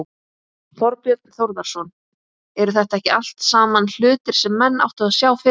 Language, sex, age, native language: Icelandic, female, 20-29, Icelandic